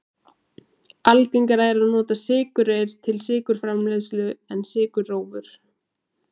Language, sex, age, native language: Icelandic, female, 20-29, Icelandic